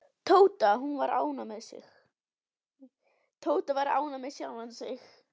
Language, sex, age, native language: Icelandic, female, 11, Icelandic